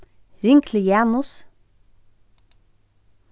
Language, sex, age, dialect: Faroese, female, 36-60, Norðurstreymoy/Eysturoy